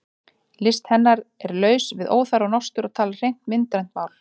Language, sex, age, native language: Icelandic, female, 30-39, Icelandic